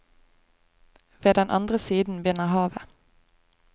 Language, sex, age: Norwegian, female, 25